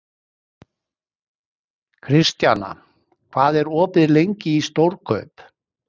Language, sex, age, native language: Icelandic, male, 60-69, Icelandic